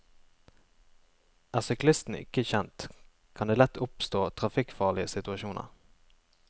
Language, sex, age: Norwegian, male, 23